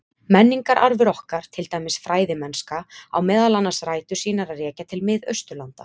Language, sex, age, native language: Icelandic, female, 20-29, Icelandic